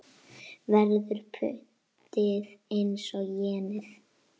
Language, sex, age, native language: Icelandic, female, 8, Icelandic